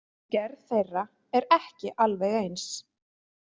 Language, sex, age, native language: Icelandic, female, 20-29, Icelandic